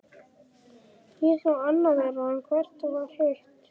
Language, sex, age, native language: Icelandic, male, 11, Icelandic